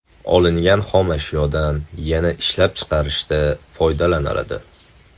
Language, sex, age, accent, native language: Uzbek, male, 18-24, Toshkent shahri, Uzbek